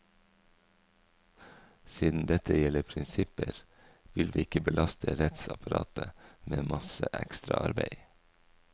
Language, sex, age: Norwegian, male, 44